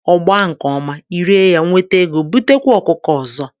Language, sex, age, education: Igbo, female, 46-60, tertiary